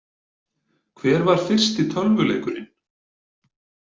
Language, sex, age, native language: Icelandic, male, 40-49, Icelandic